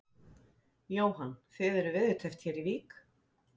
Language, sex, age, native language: Icelandic, female, 50-59, Icelandic